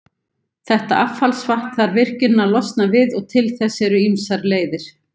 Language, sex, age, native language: Icelandic, female, 70-79, Icelandic